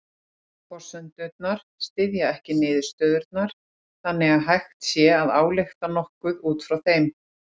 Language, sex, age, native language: Icelandic, female, 40-49, Icelandic